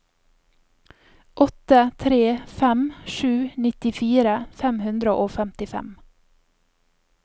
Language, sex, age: Norwegian, female, 28